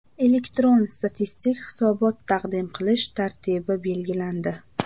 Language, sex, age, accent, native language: Uzbek, female, 18-24, Namangan, Uzbek